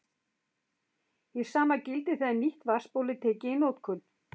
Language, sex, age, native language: Icelandic, female, 60-69, Icelandic